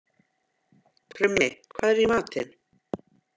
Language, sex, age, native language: Icelandic, female, 50-59, Icelandic